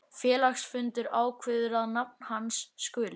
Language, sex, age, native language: Icelandic, male, 11, Icelandic